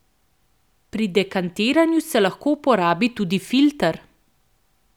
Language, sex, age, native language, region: Slovenian, female, 18-29, Slovenian, Central Slovenia